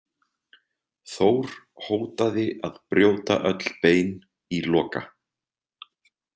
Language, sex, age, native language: Icelandic, male, 30-39, Icelandic